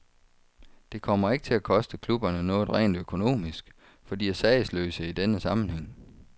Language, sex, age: Danish, male, 35